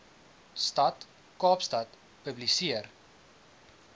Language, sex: Afrikaans, male